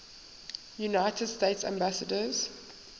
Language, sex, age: English, female, 19